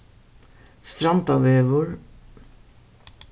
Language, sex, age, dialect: Faroese, female, 61+, Suðurstreymoy